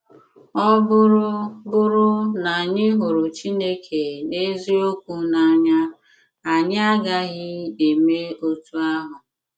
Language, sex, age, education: Igbo, female, 15-29, tertiary